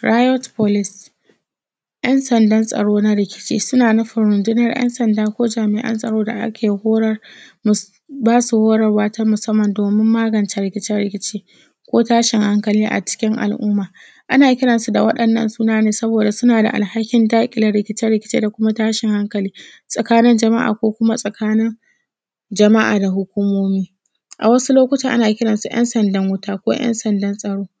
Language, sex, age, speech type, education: Hausa, female, 15-29, spontaneous, tertiary